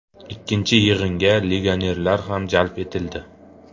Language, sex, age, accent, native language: Uzbek, male, 25-34, Farg'ona, Uzbek